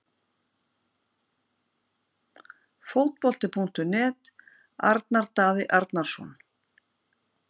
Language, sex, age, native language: Icelandic, female, 50-59, Icelandic